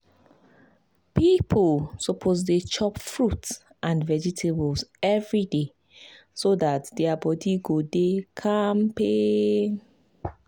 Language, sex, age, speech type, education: Nigerian Pidgin, female, 15-29, spontaneous, tertiary